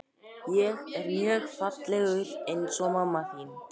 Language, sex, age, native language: Icelandic, female, 18-19, Icelandic